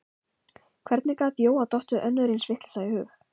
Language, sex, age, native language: Icelandic, female, 15, Icelandic